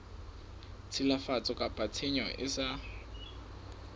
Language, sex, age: Southern Sotho, male, 19